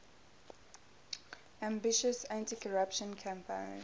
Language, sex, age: English, female, 18